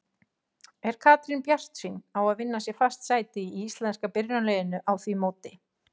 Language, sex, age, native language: Icelandic, female, 40-49, Icelandic